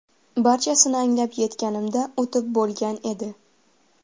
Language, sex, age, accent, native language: Uzbek, female, 12-17, Farg'ona, Uzbek